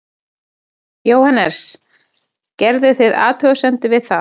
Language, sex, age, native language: Icelandic, female, 30-39, Icelandic